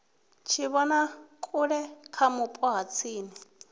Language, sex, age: Venda, female, 21